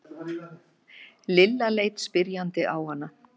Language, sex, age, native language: Icelandic, female, 50-59, Icelandic